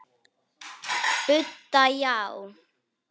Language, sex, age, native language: Icelandic, female, 9, Icelandic